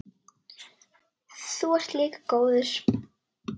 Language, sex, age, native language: Icelandic, female, 9, Icelandic